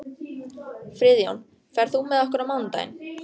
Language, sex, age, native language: Icelandic, female, 14, Icelandic